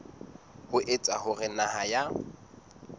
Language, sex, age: Southern Sotho, male, 19